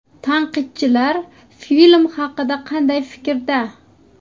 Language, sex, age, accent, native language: Uzbek, female, 19-29, Surxondaryo, Uzbek